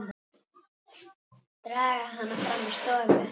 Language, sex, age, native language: Icelandic, female, 8, Icelandic